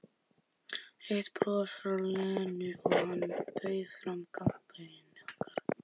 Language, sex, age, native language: Icelandic, male, 12, Icelandic